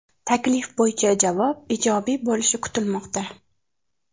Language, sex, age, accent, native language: Uzbek, female, 25-34, Toshkent viloyati, Uzbek